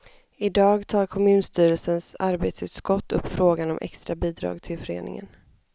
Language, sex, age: Swedish, male, 25